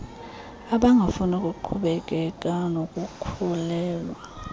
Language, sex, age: Xhosa, female, 22